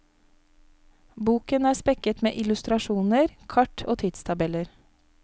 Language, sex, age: Norwegian, female, 31